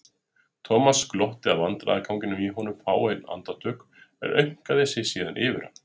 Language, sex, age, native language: Icelandic, male, 30-39, Icelandic